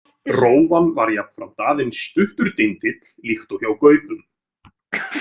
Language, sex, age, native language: Icelandic, male, 30-39, Icelandic